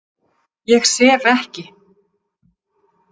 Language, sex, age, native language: Icelandic, female, 50-59, Icelandic